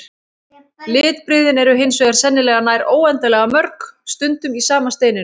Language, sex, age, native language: Icelandic, female, 30-39, Icelandic